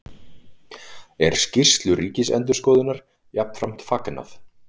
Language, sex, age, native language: Icelandic, male, 40-49, Icelandic